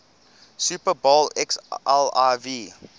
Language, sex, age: English, male, 20